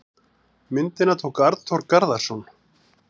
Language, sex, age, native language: Icelandic, male, 40-49, Icelandic